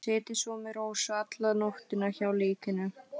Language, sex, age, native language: Icelandic, female, 12, Icelandic